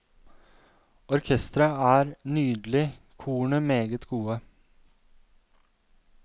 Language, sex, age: Norwegian, male, 32